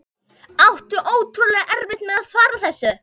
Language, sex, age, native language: Icelandic, female, 11, Icelandic